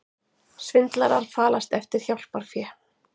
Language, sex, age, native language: Icelandic, female, 40-49, Icelandic